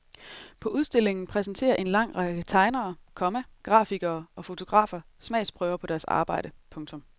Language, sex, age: Danish, female, 30